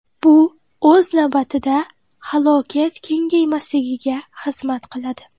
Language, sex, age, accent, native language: Uzbek, female, 12-17, Qoraqalpog'iston, Uzbek